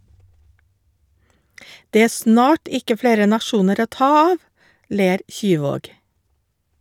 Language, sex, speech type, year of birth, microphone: Norwegian, female, read, 1956, Shure